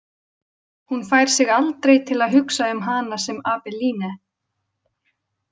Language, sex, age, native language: Icelandic, female, 20-29, Icelandic